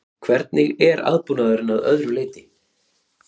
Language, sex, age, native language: Icelandic, male, 30-39, Icelandic